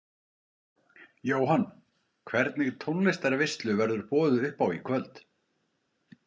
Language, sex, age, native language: Icelandic, male, 50-59, Icelandic